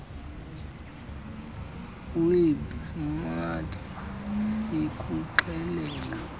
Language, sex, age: Xhosa, male, 19